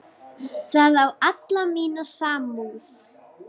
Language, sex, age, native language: Icelandic, female, 9, Icelandic